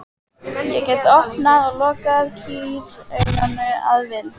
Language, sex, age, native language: Icelandic, female, 15, Icelandic